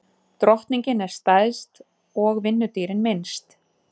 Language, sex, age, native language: Icelandic, female, 30-39, Icelandic